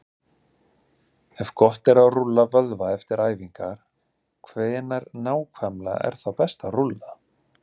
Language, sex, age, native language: Icelandic, male, 30-39, Icelandic